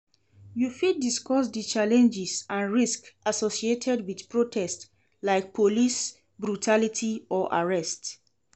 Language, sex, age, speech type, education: Nigerian Pidgin, female, 30-45, read, secondary